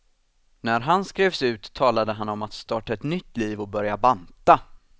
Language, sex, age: Swedish, male, 26